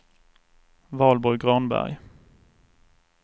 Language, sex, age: Swedish, male, 24